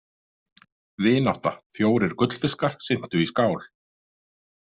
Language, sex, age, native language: Icelandic, male, 50-59, Icelandic